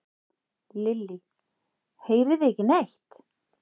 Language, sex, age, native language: Icelandic, male, 8, Icelandic